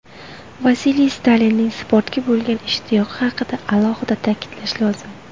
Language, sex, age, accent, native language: Uzbek, female, 19-29, Buxoro, Uzbek